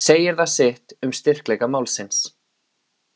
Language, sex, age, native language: Icelandic, male, 20-29, Icelandic